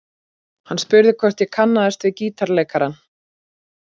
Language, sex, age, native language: Icelandic, female, 40-49, Icelandic